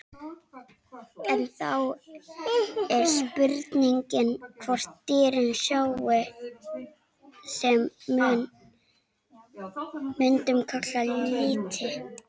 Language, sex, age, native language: Icelandic, female, 18-19, Icelandic